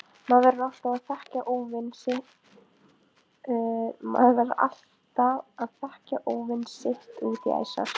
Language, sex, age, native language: Icelandic, female, 15, Icelandic